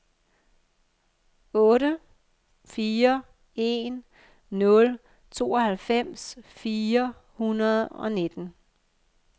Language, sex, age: Danish, female, 50